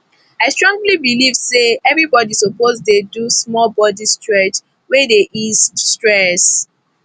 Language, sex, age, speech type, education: Nigerian Pidgin, female, 15-29, spontaneous, tertiary